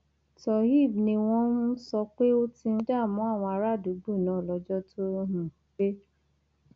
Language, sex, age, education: Yoruba, female, 30-45, tertiary